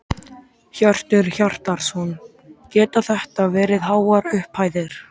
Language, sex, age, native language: Icelandic, male, 13, Icelandic